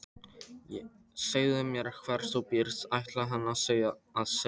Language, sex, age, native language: Icelandic, male, 13, Polish